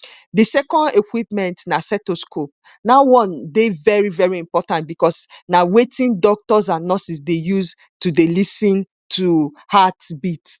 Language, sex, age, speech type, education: Nigerian Pidgin, female, 30-45, spontaneous, tertiary